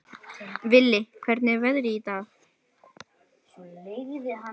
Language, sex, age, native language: Icelandic, male, 18-19, Icelandic